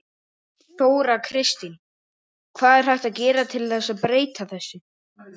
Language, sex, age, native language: Icelandic, female, 50-59, Icelandic